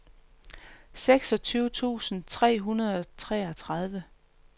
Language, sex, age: Danish, female, 45